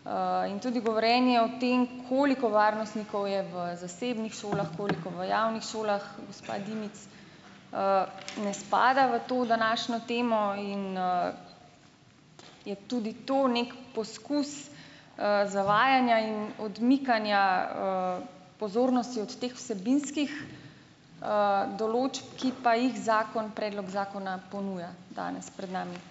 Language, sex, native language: Slovenian, female, Slovenian